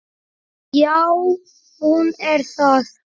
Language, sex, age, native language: Icelandic, male, 9, Icelandic